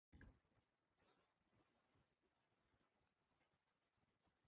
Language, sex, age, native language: Icelandic, female, 50-59, Icelandic